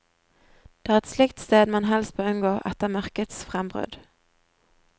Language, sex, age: Norwegian, female, 20